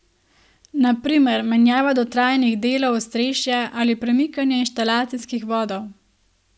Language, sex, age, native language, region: Slovenian, female, 18-29, Slovenian, Gorenjska region